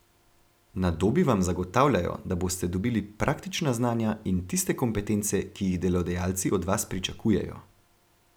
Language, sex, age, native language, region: Slovenian, male, 18-29, Slovenian, Gorenjska region